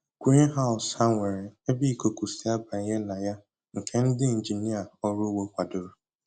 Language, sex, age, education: Igbo, male, 15-29, tertiary